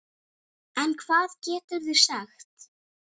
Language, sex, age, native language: Icelandic, female, 7, Icelandic